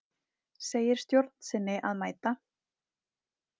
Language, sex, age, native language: Icelandic, female, 20-29, Icelandic